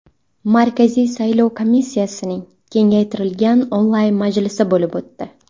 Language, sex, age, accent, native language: Uzbek, female, under 19, Navoiy, Uzbek